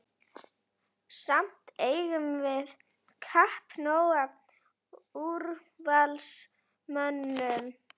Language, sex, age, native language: Icelandic, female, 11, Icelandic